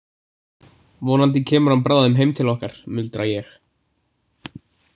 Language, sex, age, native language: Icelandic, male, 20-29, Icelandic